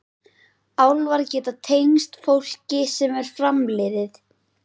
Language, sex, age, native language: Icelandic, female, 11, Icelandic